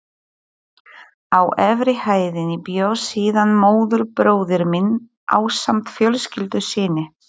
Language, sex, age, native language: Icelandic, female, 40-49, Polish